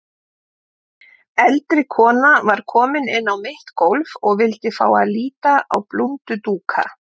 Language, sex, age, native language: Icelandic, female, 50-59, Icelandic